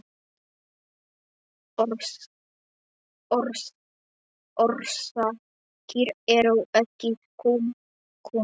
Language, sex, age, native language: Icelandic, male, 7, Polish